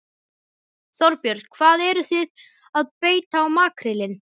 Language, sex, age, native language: Icelandic, male, 11, Icelandic